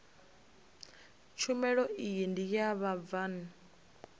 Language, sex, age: Venda, female, 20